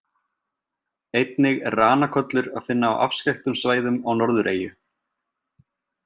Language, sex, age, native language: Icelandic, male, 20-29, Icelandic